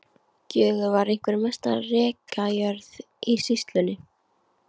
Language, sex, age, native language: Icelandic, female, 15, Icelandic